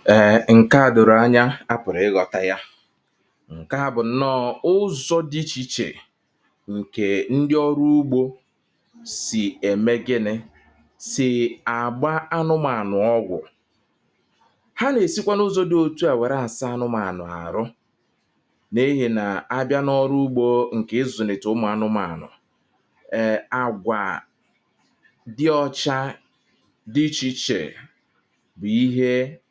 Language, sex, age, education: Igbo, male, 30-45, tertiary